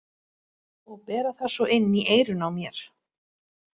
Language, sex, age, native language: Icelandic, female, 30-39, Icelandic